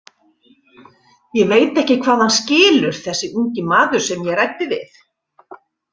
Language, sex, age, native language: Icelandic, female, 50-59, Icelandic